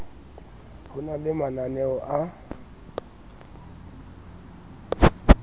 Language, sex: Southern Sotho, male